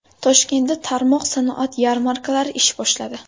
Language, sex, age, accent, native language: Uzbek, female, 18-24, Buxoro, Uzbek